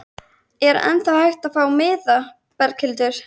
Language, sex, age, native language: Icelandic, female, 13, Icelandic